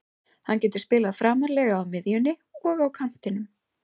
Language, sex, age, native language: Icelandic, female, 20-29, Icelandic